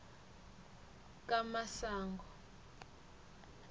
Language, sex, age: South Ndebele, female, 21